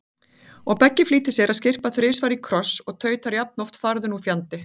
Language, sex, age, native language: Icelandic, female, 40-49, Icelandic